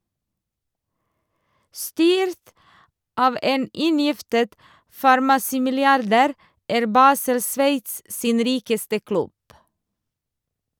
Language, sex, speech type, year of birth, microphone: Norwegian, female, read, 1978, Shure